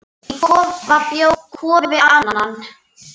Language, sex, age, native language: Icelandic, female, 9, Icelandic